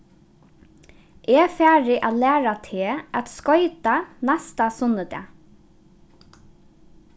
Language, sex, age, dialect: Faroese, female, 15-35, Norðuroyggjar